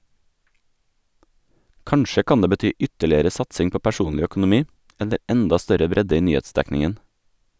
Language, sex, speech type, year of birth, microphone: Norwegian, male, read, 1987, Sennheiser